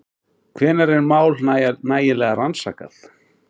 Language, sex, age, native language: Icelandic, male, 40-49, Icelandic